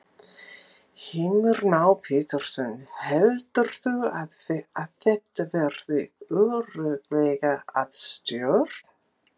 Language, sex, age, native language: Icelandic, female, 50-59, English